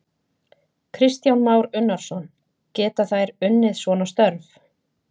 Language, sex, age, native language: Icelandic, female, 30-39, Icelandic